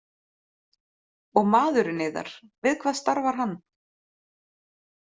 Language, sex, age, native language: Icelandic, female, 30-39, Icelandic